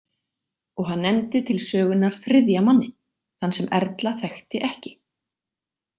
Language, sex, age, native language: Icelandic, female, 40-49, Icelandic